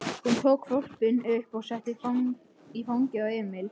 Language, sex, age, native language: Icelandic, male, 12, Icelandic